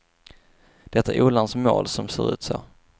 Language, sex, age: Swedish, male, 22